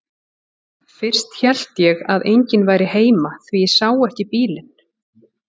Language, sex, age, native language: Icelandic, female, 40-49, Icelandic